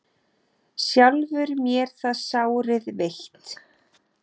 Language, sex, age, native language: Icelandic, male, 6, Icelandic